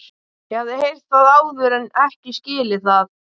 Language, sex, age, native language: Icelandic, male, 12, Icelandic